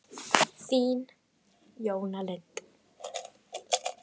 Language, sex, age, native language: Icelandic, female, 10, Icelandic